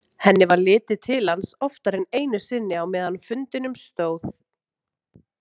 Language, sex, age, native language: Icelandic, female, 30-39, Icelandic